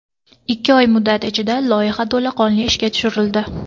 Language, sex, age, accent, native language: Uzbek, female, 18-24, Qashqadaryo, Uzbek